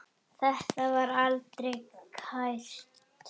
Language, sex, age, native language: Icelandic, female, 8, Icelandic